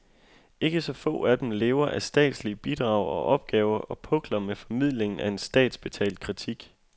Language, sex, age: Danish, male, 25